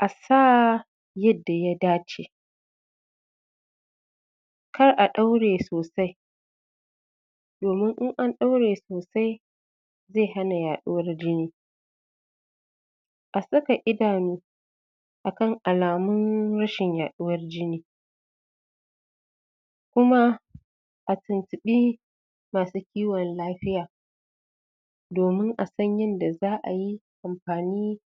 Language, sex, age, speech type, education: Hausa, female, 30-45, spontaneous, tertiary